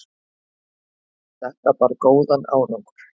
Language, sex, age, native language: Icelandic, female, 20-29, Icelandic